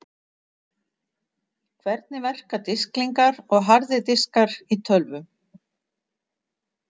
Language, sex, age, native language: Icelandic, female, 60-69, Icelandic